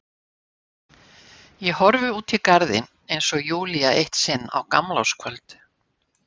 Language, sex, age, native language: Icelandic, female, 60-69, Icelandic